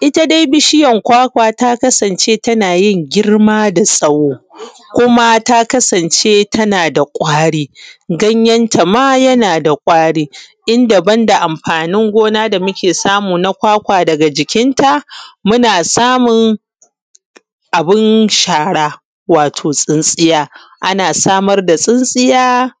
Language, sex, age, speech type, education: Hausa, female, 15-29, spontaneous, tertiary